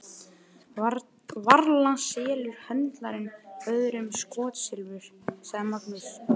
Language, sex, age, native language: Icelandic, male, 11, Icelandic